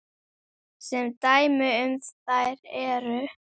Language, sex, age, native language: Icelandic, female, 10, Icelandic